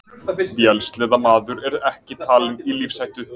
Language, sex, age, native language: Icelandic, male, 20-29, Icelandic